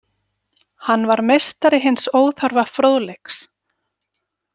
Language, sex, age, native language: Icelandic, female, 40-49, Icelandic